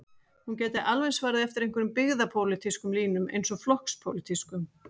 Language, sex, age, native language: Icelandic, female, 40-49, Icelandic